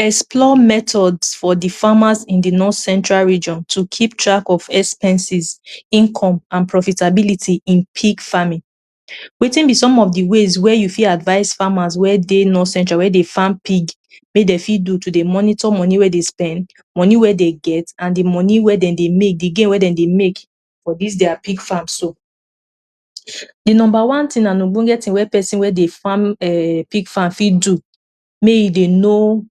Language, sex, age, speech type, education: Nigerian Pidgin, female, 30-45, spontaneous, tertiary